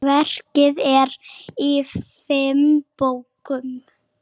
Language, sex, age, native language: Icelandic, female, 7, Icelandic